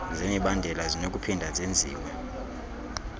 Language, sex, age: Xhosa, male, 31